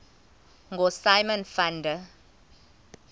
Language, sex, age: Xhosa, female, 24